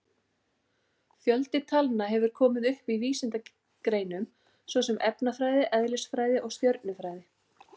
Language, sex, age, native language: Icelandic, female, 40-49, Icelandic